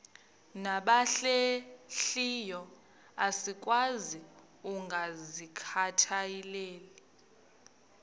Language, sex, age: Xhosa, female, 38